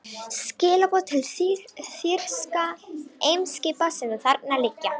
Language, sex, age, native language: Icelandic, female, 18-19, Romanian